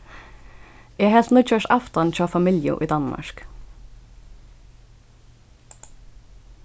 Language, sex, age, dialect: Faroese, female, 15-35, Suðurstreymoy